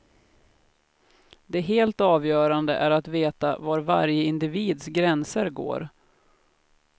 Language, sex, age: Swedish, female, 33